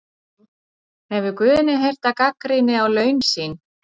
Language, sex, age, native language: Icelandic, female, 40-49, Icelandic